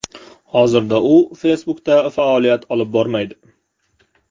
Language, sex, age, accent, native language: Uzbek, male, 18-24, Namangan, Uzbek